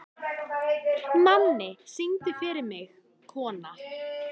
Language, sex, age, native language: Icelandic, female, 14, Icelandic